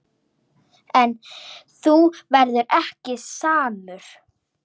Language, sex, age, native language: Icelandic, female, 9, Icelandic